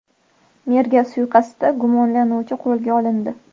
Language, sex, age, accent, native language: Uzbek, female, under 19, Sirdaryo, Uzbek